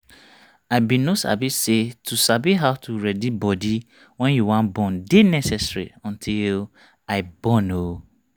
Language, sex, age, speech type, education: Nigerian Pidgin, male, 30-45, spontaneous, tertiary